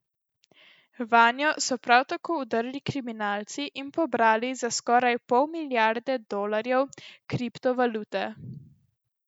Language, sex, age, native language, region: Slovenian, female, 12-17, Slovenian, Central Slovenia